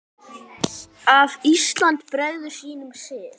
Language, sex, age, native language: Icelandic, male, 9, Icelandic